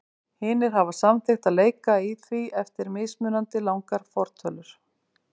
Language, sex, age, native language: Icelandic, female, 50-59, Icelandic